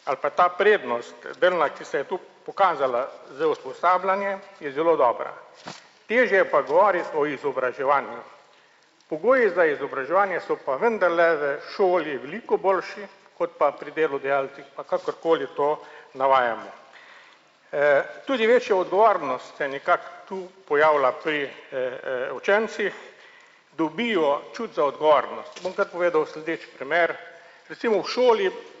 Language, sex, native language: Slovenian, male, Slovenian